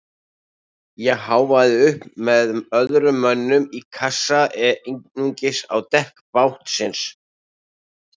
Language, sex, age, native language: Icelandic, male, 60-69, Icelandic